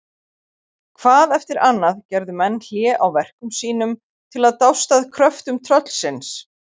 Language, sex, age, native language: Icelandic, female, 40-49, Icelandic